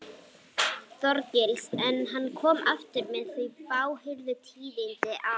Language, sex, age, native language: Icelandic, female, 11, Icelandic